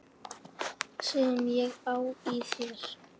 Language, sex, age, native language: Icelandic, male, 8, Icelandic